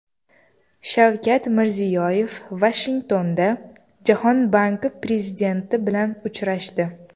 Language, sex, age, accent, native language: Uzbek, female, under 19, Toshkent shahri, Uzbek